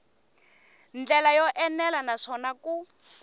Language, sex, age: Tsonga, female, 21